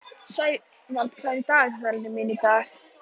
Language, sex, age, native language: Icelandic, female, 11, Icelandic